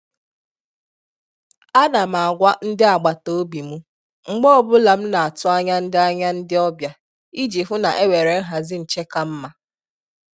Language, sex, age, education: Igbo, female, 30-45, tertiary